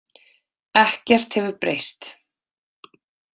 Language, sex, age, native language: Icelandic, female, 30-39, Icelandic